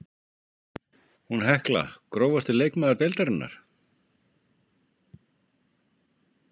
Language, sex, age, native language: Icelandic, male, 50-59, Icelandic